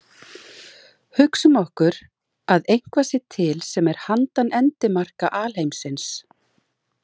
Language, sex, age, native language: Icelandic, female, 40-49, Icelandic